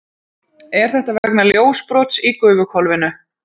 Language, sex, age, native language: Icelandic, female, 30-39, Icelandic